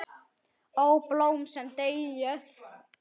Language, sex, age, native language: Icelandic, male, 9, Icelandic